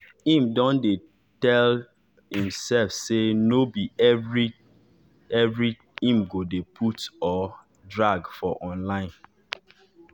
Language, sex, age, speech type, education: Nigerian Pidgin, male, 30-45, spontaneous, tertiary